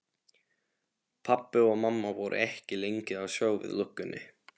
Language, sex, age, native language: Icelandic, male, 18-19, Polish